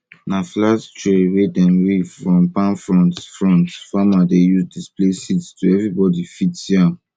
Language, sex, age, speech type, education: Nigerian Pidgin, male, 30-45, spontaneous, tertiary